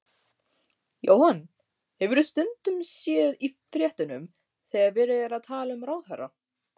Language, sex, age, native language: Icelandic, female, 18-19, Icelandic